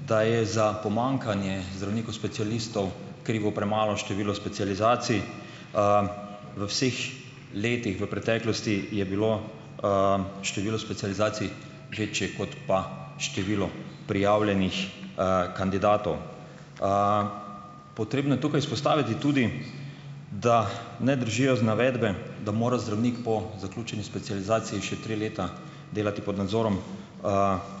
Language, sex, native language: Slovenian, male, Slovenian